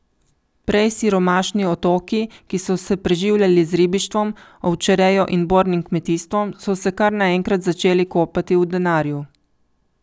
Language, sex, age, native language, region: Slovenian, female, 50-59, Slovenian, Coastal Karst region